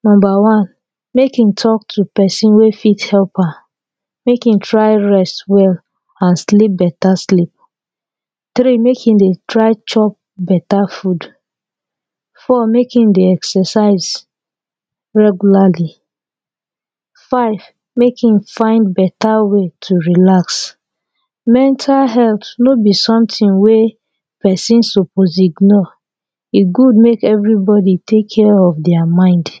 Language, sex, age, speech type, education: Nigerian Pidgin, female, 30-45, spontaneous, tertiary